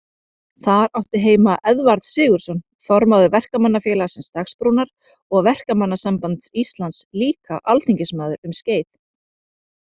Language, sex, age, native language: Icelandic, female, 30-39, Icelandic